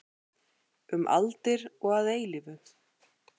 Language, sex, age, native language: Icelandic, female, 8, Icelandic